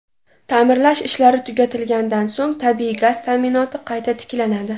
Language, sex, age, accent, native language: Uzbek, female, 18-24, Namangan, Uzbek